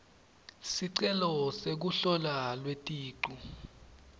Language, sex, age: Swati, male, 18